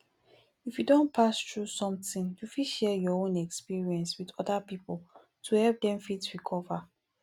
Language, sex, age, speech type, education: Nigerian Pidgin, female, 15-29, spontaneous, tertiary